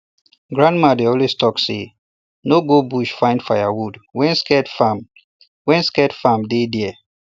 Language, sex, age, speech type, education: Nigerian Pidgin, male, 30-45, spontaneous, tertiary